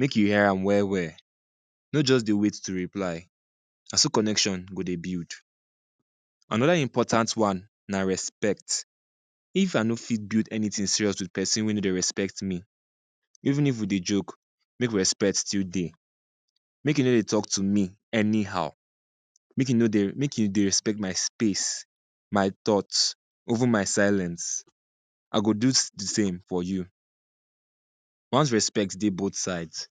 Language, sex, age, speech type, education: Nigerian Pidgin, male, 15-29, spontaneous, secondary